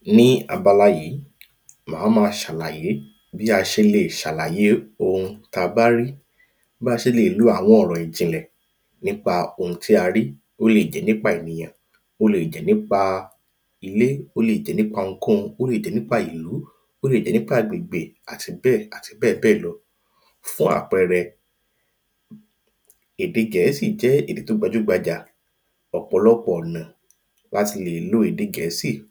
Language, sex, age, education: Yoruba, male, 30-45, primary